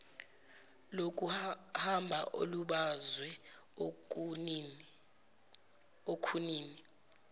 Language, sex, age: Zulu, female, 17